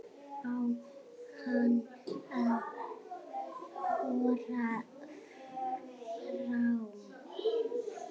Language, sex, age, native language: Icelandic, female, 7, Icelandic